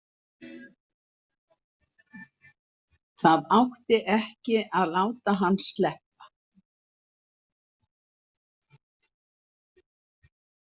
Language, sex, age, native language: Icelandic, female, 70-79, Icelandic